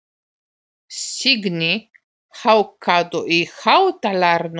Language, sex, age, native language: Icelandic, female, 40-49, Polish